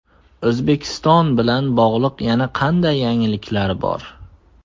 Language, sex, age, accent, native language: Uzbek, male, 18-24, Andijon, Uzbek